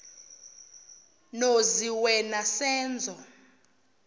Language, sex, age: Zulu, female, 29